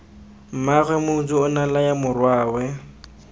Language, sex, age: Tswana, male, 20